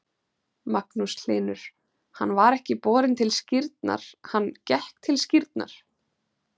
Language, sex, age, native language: Icelandic, female, 30-39, Icelandic